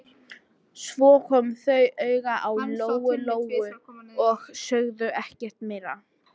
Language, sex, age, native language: Icelandic, female, 14, English